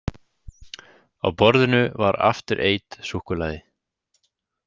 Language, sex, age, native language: Icelandic, male, 18-19, Icelandic